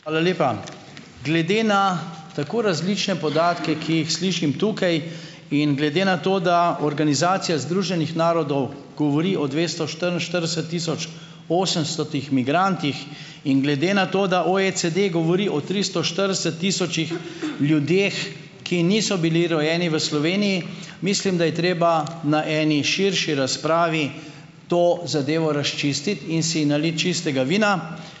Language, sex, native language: Slovenian, male, Slovenian